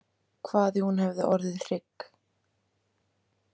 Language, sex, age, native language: Icelandic, female, 18-19, Icelandic